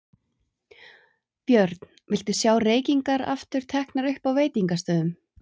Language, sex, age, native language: Icelandic, female, 30-39, Icelandic